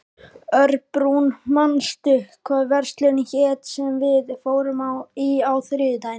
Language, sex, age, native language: Icelandic, male, 11, Icelandic